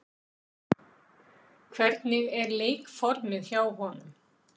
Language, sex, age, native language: Icelandic, female, 60-69, Icelandic